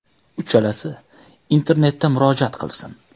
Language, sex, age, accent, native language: Uzbek, male, 19-29, Toshkent shahri, Uzbek